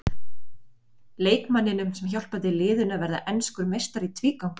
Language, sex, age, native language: Icelandic, female, 20-29, Icelandic